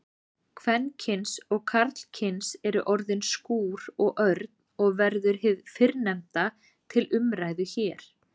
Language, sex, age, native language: Icelandic, female, 40-49, Icelandic